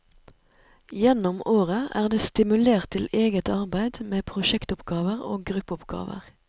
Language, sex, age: Norwegian, female, 37